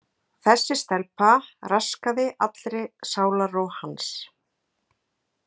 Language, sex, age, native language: Icelandic, female, 40-49, Icelandic